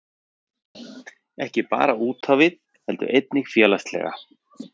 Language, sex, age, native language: Icelandic, male, 40-49, Icelandic